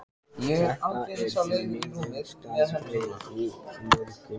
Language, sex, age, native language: Icelandic, male, 14, Icelandic